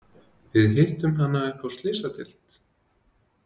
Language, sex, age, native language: Icelandic, male, 20-29, Icelandic